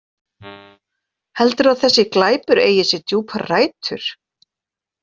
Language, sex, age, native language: Icelandic, female, 40-49, Icelandic